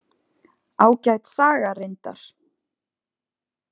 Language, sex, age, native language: Icelandic, female, 20-29, Icelandic